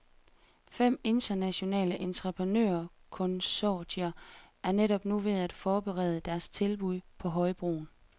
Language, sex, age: Danish, female, 33